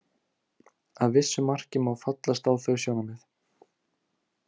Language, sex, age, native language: Icelandic, male, 18-19, Icelandic